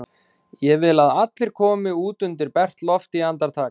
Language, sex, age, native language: Icelandic, male, 20-29, Icelandic